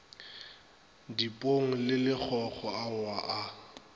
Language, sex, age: Northern Sotho, male, 25